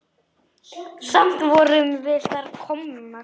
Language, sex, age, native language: Icelandic, male, 10, Polish